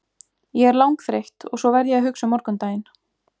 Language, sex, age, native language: Icelandic, female, 20-29, Icelandic